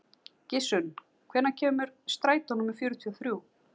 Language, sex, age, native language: Icelandic, female, 40-49, Icelandic